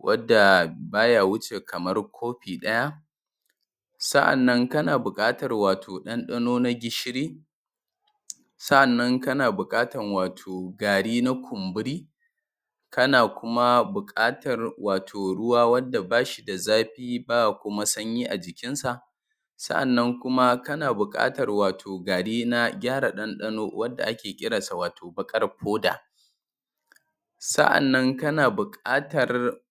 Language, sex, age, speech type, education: Hausa, male, 15-29, spontaneous, tertiary